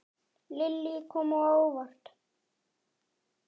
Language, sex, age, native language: Icelandic, male, 9, Icelandic